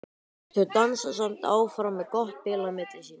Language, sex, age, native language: Icelandic, other, 12, Icelandic